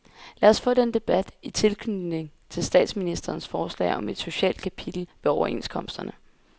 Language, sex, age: Danish, female, 20